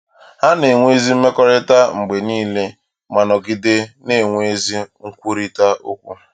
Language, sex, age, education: Igbo, male, 15-29, tertiary